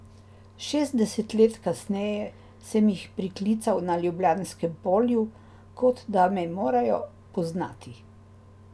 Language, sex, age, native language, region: Slovenian, female, 60+, Slovenian, Drava region